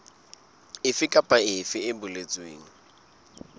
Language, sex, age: Southern Sotho, male, 22